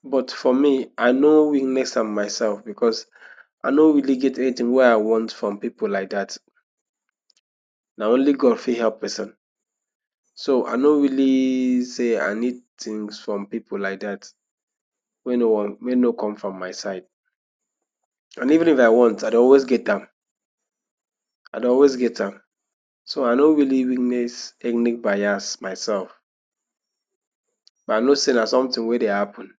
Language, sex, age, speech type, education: Nigerian Pidgin, male, 15-29, spontaneous, tertiary